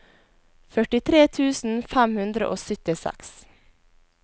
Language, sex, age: Norwegian, female, 21